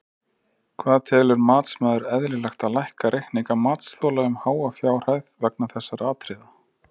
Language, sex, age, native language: Icelandic, male, 30-39, Icelandic